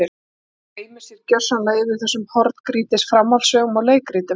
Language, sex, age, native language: Icelandic, female, 40-49, Icelandic